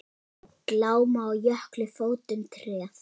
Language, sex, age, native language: Icelandic, female, 8, Icelandic